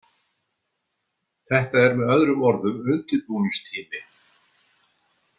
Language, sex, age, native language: Icelandic, male, 70-79, Icelandic